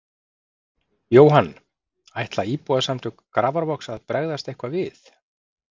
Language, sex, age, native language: Icelandic, male, 40-49, Icelandic